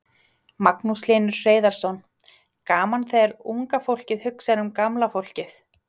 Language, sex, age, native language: Icelandic, female, 30-39, Icelandic